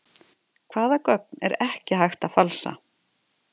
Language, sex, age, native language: Icelandic, female, 50-59, Icelandic